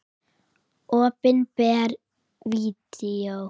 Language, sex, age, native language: Icelandic, female, 9, Icelandic